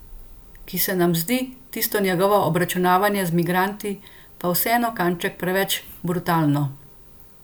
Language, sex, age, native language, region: Slovenian, female, 50-59, Slovenian, Central Slovenia